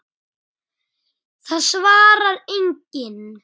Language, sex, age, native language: Icelandic, male, 8, Icelandic